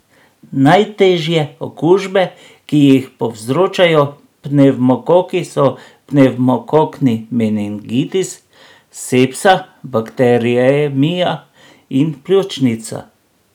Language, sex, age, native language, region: Slovenian, male, 60+, Slovenian, Drava region